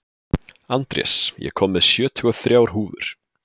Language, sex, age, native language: Icelandic, male, 20-29, Icelandic